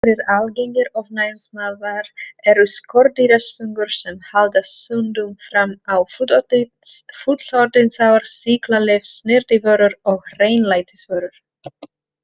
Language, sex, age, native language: Icelandic, female, 30-39, Czech